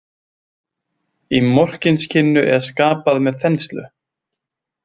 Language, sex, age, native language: Icelandic, male, 20-29, Icelandic